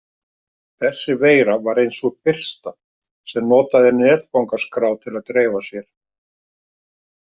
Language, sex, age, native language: Icelandic, male, 50-59, Icelandic